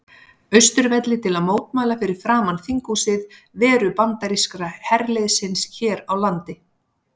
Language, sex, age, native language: Icelandic, female, 50-59, Icelandic